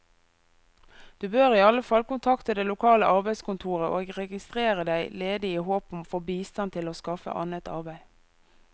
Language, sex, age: Norwegian, female, 24